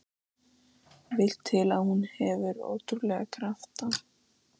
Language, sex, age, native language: Icelandic, female, 13, Icelandic